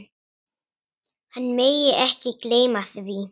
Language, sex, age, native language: Icelandic, female, 10, Icelandic